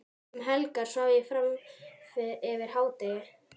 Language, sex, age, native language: Icelandic, female, 12, Icelandic